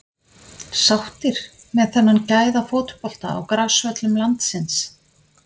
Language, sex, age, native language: Icelandic, female, 50-59, Icelandic